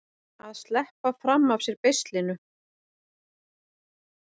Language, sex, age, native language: Icelandic, female, 40-49, Icelandic